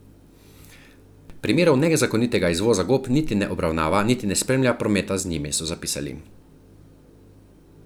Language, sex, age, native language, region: Slovenian, male, 30-49, Slovenian, Central Slovenia